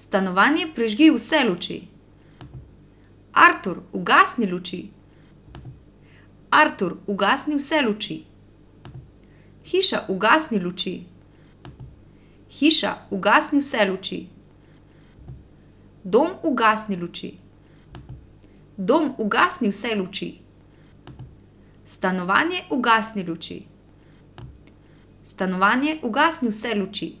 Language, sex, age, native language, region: Slovenian, female, 30-49, Slovenian, Central Slovenia